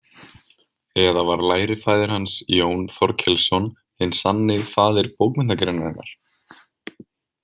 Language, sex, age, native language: Icelandic, male, 20-29, Icelandic